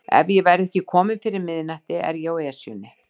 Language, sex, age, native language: Icelandic, female, 60-69, Icelandic